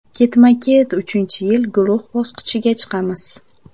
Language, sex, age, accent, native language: Uzbek, female, 18-24, Namangan, Uzbek